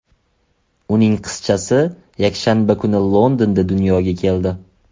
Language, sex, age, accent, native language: Uzbek, male, 18-24, Toshkent shahri, Uzbek